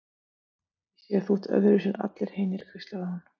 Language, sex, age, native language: Icelandic, female, 50-59, Icelandic